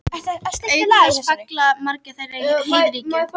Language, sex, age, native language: Icelandic, female, 18-19, Icelandic